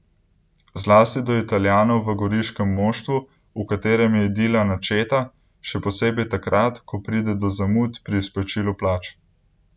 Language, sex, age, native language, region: Slovenian, male, 18-29, Slovenian, Central Slovenia